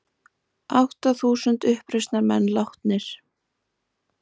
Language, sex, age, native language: Icelandic, female, 20-29, Icelandic